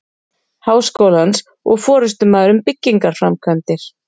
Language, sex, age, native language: Icelandic, female, 30-39, Icelandic